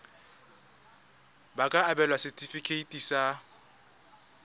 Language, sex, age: Tswana, male, 20